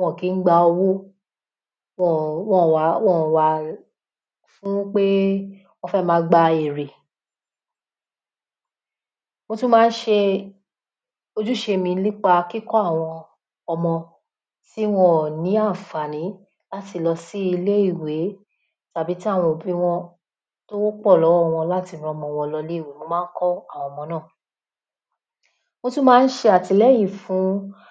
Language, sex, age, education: Yoruba, female, 46-60, tertiary